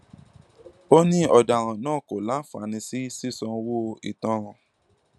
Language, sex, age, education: Yoruba, male, 15-29, tertiary